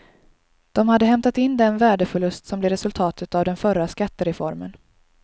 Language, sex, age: Swedish, female, 23